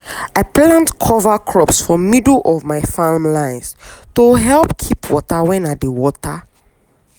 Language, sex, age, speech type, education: Nigerian Pidgin, female, 15-29, spontaneous, tertiary